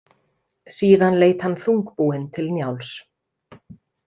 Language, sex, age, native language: Icelandic, female, 30-39, Icelandic